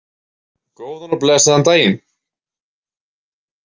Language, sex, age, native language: Icelandic, male, 20-29, Icelandic